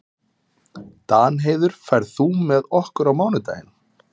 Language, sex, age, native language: Icelandic, male, 30-39, Icelandic